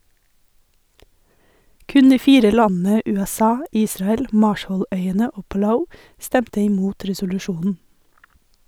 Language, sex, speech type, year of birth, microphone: Norwegian, female, read, 1981, Sennheiser